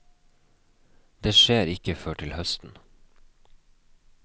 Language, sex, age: Norwegian, male, 29